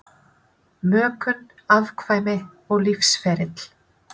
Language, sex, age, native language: Icelandic, female, 30-39, Icelandic